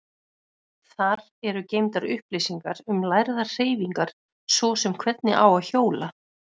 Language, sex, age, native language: Icelandic, female, 30-39, Icelandic